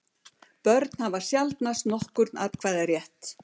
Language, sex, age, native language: Icelandic, female, 70-79, Icelandic